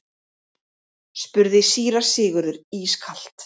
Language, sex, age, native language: Icelandic, female, 30-39, Icelandic